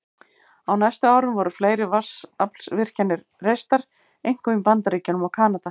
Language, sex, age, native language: Icelandic, female, 50-59, Icelandic